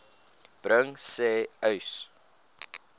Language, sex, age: Afrikaans, male, 20